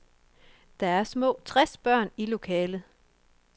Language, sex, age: Danish, female, 24